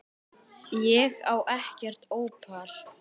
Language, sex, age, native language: Icelandic, male, 10, Icelandic